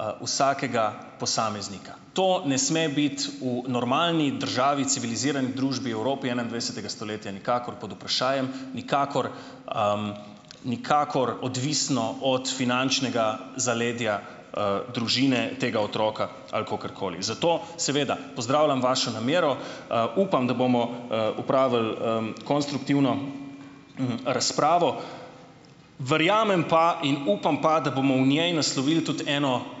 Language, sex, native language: Slovenian, male, Slovenian